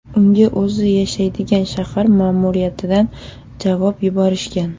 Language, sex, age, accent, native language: Uzbek, female, 18-24, Surxondaryo, Uzbek